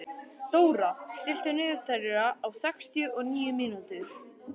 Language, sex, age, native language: Icelandic, male, 11, Icelandic